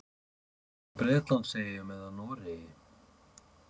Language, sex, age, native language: Icelandic, male, 50-59, Icelandic